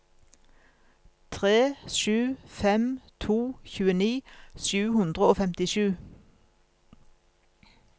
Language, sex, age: Norwegian, female, 47